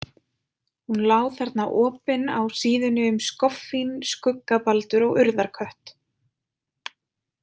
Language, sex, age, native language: Icelandic, female, 20-29, Icelandic